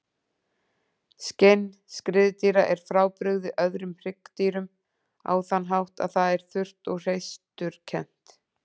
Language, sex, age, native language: Icelandic, female, 40-49, Icelandic